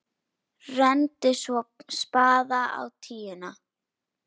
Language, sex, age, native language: Icelandic, female, 10, Icelandic